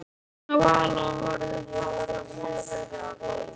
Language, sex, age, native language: Icelandic, male, 12, Icelandic